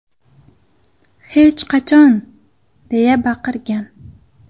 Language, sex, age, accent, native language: Uzbek, female, 19-29, Farg'ona, Uzbek